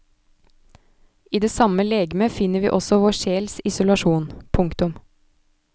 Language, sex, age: Norwegian, female, 29